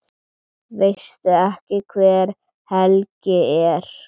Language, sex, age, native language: Icelandic, male, 7, Icelandic